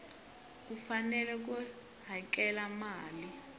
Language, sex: Tsonga, male